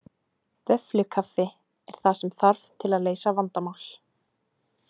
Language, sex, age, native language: Icelandic, female, 18-19, Icelandic